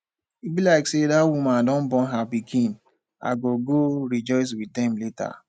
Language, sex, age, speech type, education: Nigerian Pidgin, male, 15-29, spontaneous, tertiary